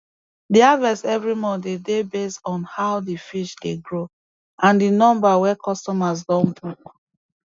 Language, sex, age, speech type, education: Nigerian Pidgin, female, 30-45, spontaneous, tertiary